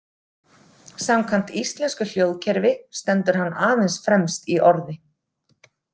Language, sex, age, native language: Icelandic, female, 40-49, Icelandic